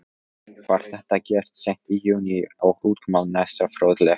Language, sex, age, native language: Icelandic, male, 14, Polish